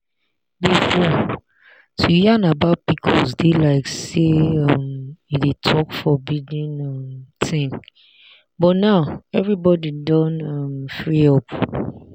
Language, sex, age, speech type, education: Nigerian Pidgin, female, 30-45, spontaneous, tertiary